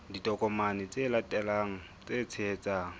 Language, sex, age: Southern Sotho, female, 22